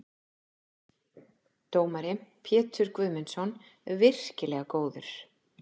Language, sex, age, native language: Icelandic, female, 50-59, Icelandic